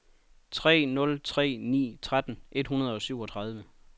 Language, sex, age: Danish, male, 31